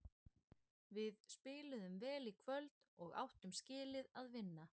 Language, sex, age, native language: Icelandic, female, 20-29, Icelandic